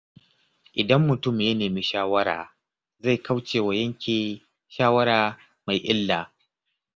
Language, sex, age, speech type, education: Hausa, male, 30-45, spontaneous, tertiary